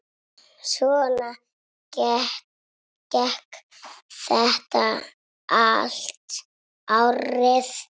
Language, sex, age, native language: Icelandic, male, 6, Italian